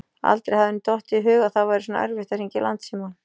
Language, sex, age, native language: Icelandic, female, 40-49, Icelandic